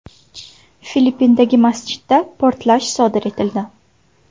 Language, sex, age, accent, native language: Uzbek, female, 19-29, Samarqand, Uzbek